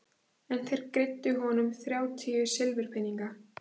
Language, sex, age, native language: Icelandic, female, 16, Icelandic